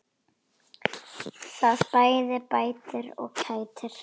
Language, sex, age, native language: Icelandic, female, 9, Icelandic